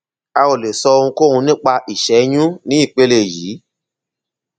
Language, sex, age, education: Yoruba, male, 30-45, tertiary